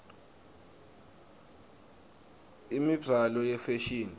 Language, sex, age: Swati, male, 20